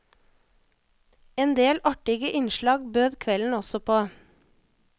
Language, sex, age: Norwegian, female, 34